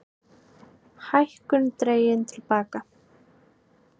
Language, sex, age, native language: Icelandic, female, 18-19, Icelandic